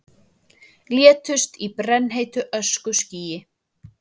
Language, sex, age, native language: Icelandic, female, 30-39, Icelandic